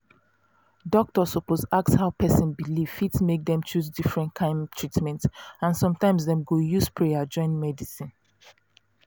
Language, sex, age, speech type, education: Nigerian Pidgin, female, 30-45, spontaneous, tertiary